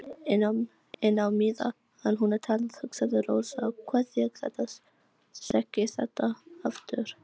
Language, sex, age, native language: Icelandic, other, 18-19, Icelandic